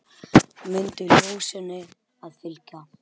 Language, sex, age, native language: Icelandic, male, 10, Icelandic